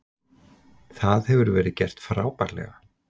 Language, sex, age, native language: Icelandic, male, 60-69, Icelandic